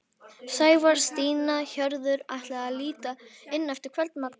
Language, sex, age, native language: Icelandic, female, 11, Icelandic